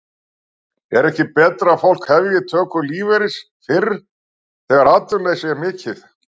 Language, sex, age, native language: Icelandic, male, 60-69, Icelandic